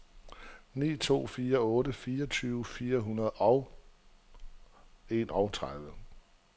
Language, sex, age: Danish, male, 47